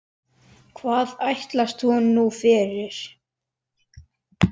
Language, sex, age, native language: Icelandic, male, 10, Icelandic